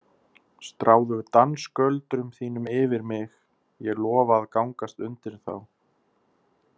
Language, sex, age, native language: Icelandic, male, 30-39, Icelandic